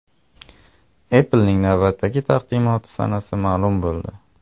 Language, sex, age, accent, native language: Uzbek, male, 25-34, Buxoro, Uzbek